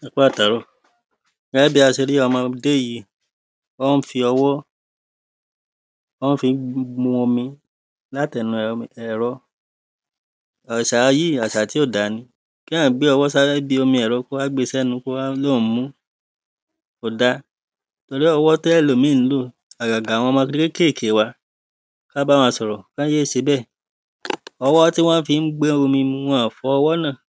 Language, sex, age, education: Yoruba, male, 30-45, primary